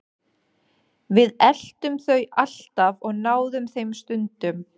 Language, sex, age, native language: Icelandic, male, 12, Danish